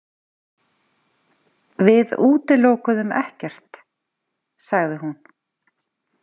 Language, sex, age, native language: Icelandic, female, 40-49, Icelandic